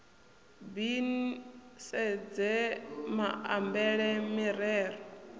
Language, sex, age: Venda, female, 28